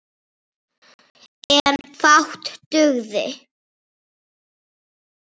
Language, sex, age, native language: Icelandic, female, 6, Icelandic